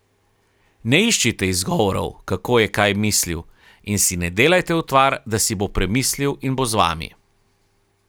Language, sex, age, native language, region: Slovenian, male, 30-49, Slovenian, Carinthia region